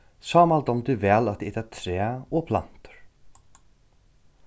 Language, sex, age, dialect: Faroese, male, 36-60, Norðurstreymoy/Eysturoy